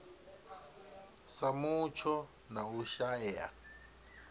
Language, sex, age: Venda, male, 25